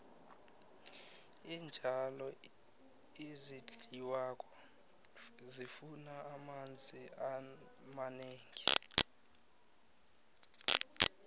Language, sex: South Ndebele, male